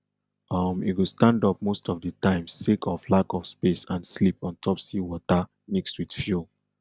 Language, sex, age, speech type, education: Nigerian Pidgin, male, 30-45, spontaneous, tertiary